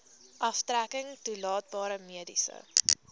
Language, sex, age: Afrikaans, female, 18